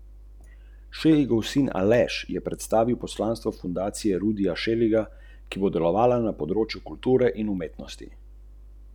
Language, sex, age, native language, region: Slovenian, male, 30-49, Slovenian, Central Slovenia